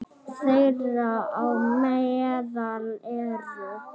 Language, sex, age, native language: Icelandic, female, 9, Icelandic